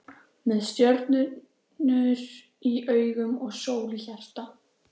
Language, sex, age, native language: Icelandic, female, 14, Icelandic